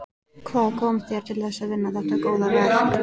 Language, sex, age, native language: Icelandic, female, 14, Icelandic